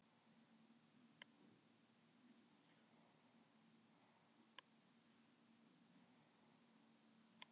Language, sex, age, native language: Icelandic, female, 18-19, Icelandic